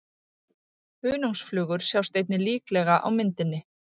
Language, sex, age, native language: Icelandic, female, 40-49, Icelandic